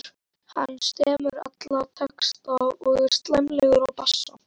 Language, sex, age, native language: Icelandic, female, 11, Icelandic